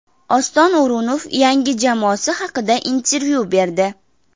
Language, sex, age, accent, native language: Uzbek, female, 19-29, Farg'ona, Uzbek